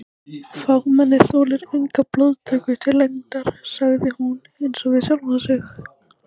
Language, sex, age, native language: Icelandic, female, 18-19, Icelandic